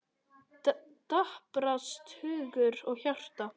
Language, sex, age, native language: Icelandic, male, 10, Icelandic